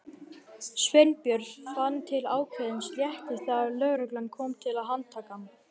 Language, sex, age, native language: Icelandic, male, 18-19, Icelandic